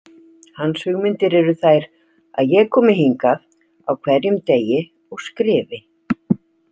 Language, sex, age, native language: Icelandic, female, 60-69, Icelandic